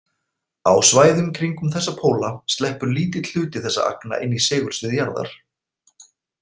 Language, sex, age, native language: Icelandic, male, 40-49, Icelandic